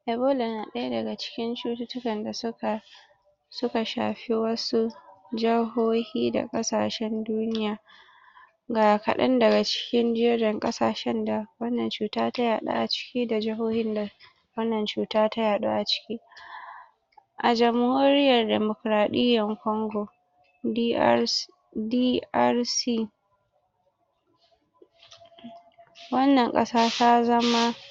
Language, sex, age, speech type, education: Hausa, female, 30-45, spontaneous, tertiary